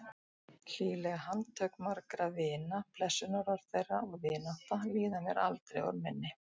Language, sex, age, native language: Icelandic, female, 60-69, Icelandic